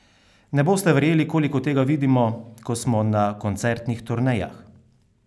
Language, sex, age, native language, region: Slovenian, male, 30-49, Slovenian, Carinthia region